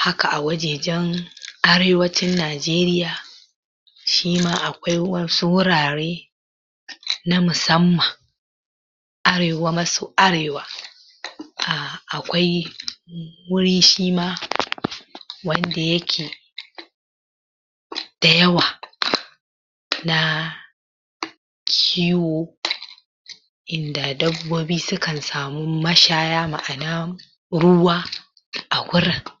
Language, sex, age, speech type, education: Hausa, male, 46-60, spontaneous, tertiary